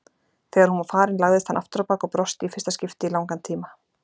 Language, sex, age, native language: Icelandic, female, 40-49, Icelandic